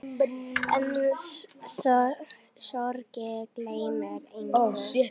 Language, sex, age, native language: Icelandic, female, 9, Icelandic